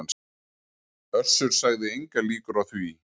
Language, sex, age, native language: Icelandic, male, 40-49, Icelandic